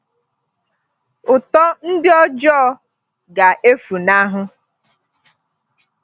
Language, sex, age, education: Igbo, female, 30-45, tertiary